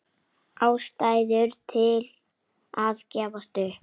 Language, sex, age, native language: Icelandic, female, 8, Icelandic